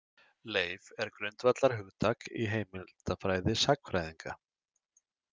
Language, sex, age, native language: Icelandic, male, 30-39, Icelandic